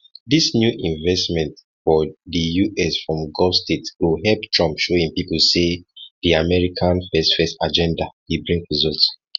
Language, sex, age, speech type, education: Nigerian Pidgin, male, 15-29, spontaneous, tertiary